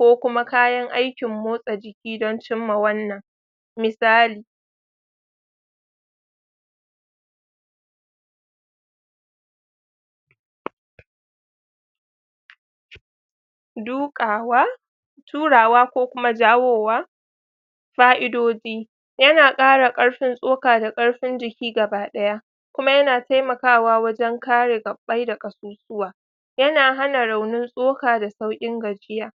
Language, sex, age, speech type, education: Hausa, female, 30-45, spontaneous, tertiary